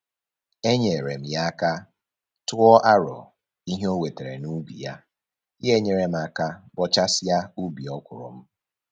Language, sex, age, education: Igbo, male, 15-29, tertiary